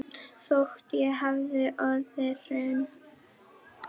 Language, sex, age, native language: Icelandic, female, 10, Icelandic